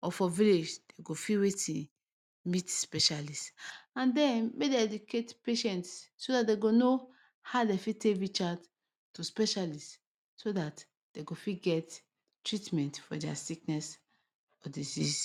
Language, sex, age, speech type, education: Nigerian Pidgin, female, 15-29, spontaneous, tertiary